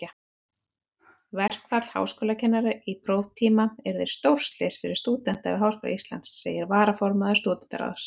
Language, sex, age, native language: Icelandic, female, 30-39, Icelandic